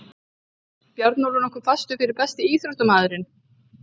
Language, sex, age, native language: Icelandic, female, 30-39, Icelandic